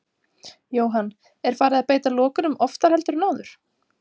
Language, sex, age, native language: Icelandic, female, 30-39, Icelandic